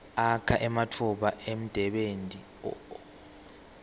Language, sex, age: Swati, male, 18